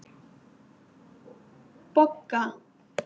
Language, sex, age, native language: Icelandic, female, 18-19, Icelandic